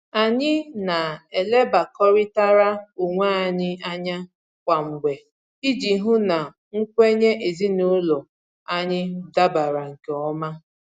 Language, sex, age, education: Igbo, female, 15-29, tertiary